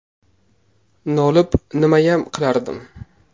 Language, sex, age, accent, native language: Uzbek, male, 18-24, Navoiy, Uzbek